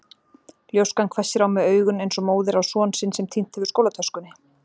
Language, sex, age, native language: Icelandic, female, 40-49, Icelandic